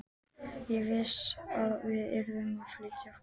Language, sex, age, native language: Icelandic, female, 12, Icelandic